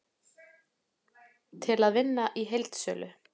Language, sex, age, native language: Icelandic, female, 40-49, Icelandic